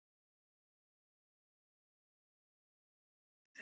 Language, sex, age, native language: Icelandic, male, 9, Icelandic